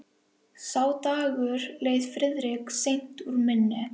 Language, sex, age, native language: Icelandic, female, 11, Icelandic